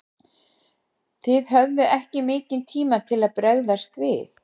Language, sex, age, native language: Icelandic, female, 60-69, Icelandic